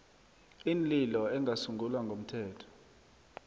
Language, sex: South Ndebele, male